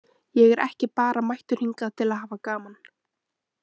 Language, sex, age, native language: Icelandic, female, 20-29, Icelandic